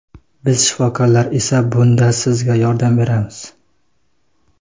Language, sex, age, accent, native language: Uzbek, male, 19-29, Qashqadaryo, Uzbek